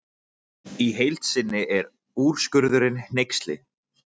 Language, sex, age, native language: Icelandic, male, 20-29, Icelandic